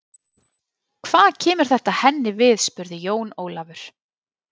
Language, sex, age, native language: Icelandic, female, 30-39, Icelandic